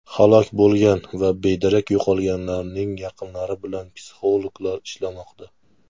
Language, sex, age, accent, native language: Uzbek, male, 19-29, Namangan, Uzbek